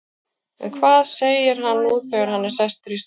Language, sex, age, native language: Icelandic, female, 40-49, Icelandic